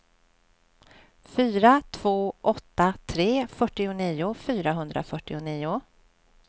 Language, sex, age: Swedish, female, 46